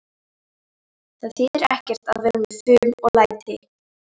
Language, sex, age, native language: Icelandic, female, 12, Icelandic